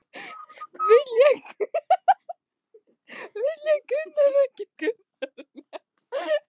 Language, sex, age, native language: Icelandic, female, 15, Icelandic